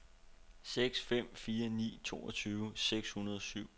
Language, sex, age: Danish, male, 29